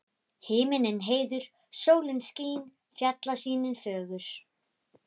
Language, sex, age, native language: Icelandic, female, 11, Icelandic